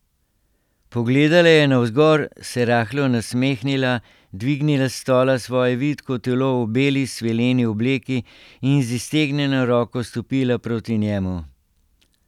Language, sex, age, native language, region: Slovenian, male, 60+, Slovenian, Central Slovenia